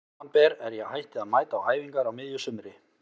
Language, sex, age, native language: Icelandic, male, 20-29, Icelandic